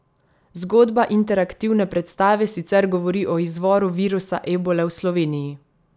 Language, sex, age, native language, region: Slovenian, female, 30-49, Slovenian, Savinja region